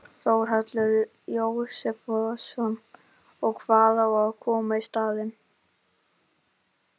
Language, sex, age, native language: Icelandic, male, 18-19, Icelandic